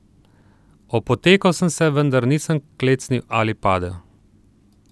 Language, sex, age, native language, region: Slovenian, male, 30-49, Slovenian, Southeast Slovenia